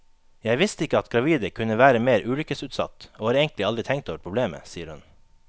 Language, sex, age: Norwegian, male, 21